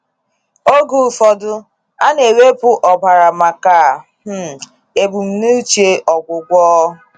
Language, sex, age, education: Igbo, female, 15-29, tertiary